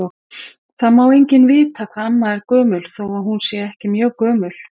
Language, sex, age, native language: Icelandic, female, 50-59, Icelandic